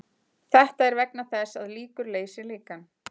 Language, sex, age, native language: Icelandic, female, 40-49, Icelandic